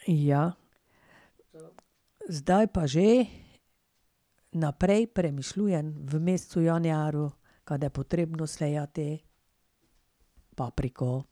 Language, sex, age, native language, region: Slovenian, female, 60+, Slovenian, Pomurje region